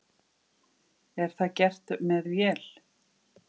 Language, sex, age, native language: Icelandic, female, 50-59, Icelandic